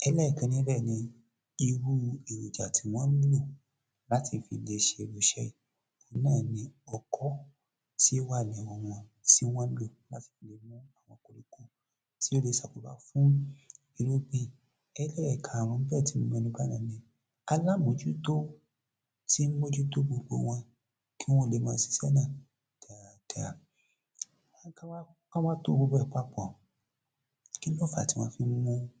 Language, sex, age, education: Yoruba, male, 30-45, tertiary